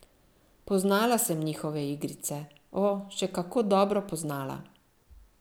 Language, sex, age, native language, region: Slovenian, female, 50-59, Slovenian, Central Slovenia